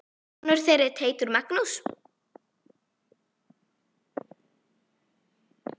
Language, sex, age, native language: Icelandic, female, 9, Icelandic